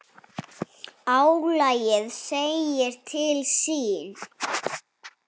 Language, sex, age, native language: Icelandic, female, 7, Icelandic